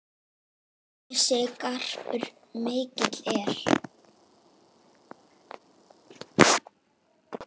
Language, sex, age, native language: Icelandic, female, 8, Icelandic